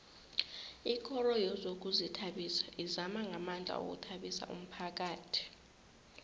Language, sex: South Ndebele, female